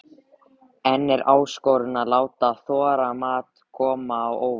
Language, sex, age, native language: Icelandic, male, 13, Icelandic